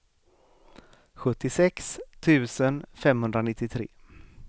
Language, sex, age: Swedish, male, 38